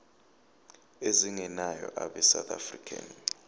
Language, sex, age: Zulu, male, 29